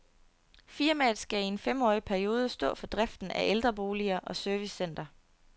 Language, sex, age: Danish, female, 30